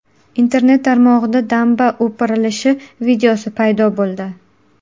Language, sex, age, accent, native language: Uzbek, female, 18-24, Qashqadaryo, Uzbek